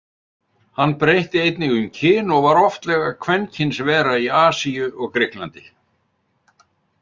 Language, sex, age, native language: Icelandic, male, 70-79, Icelandic